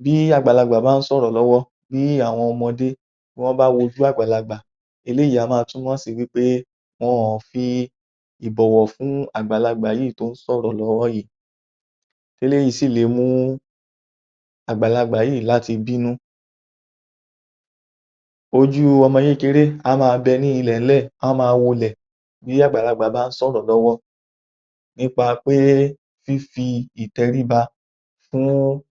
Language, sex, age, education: Yoruba, male, 30-45, tertiary